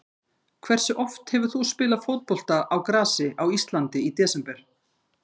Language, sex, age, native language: Icelandic, female, 50-59, Icelandic